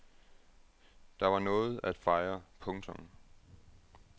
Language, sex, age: Danish, male, 36